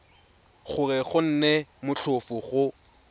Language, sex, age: Tswana, male, 22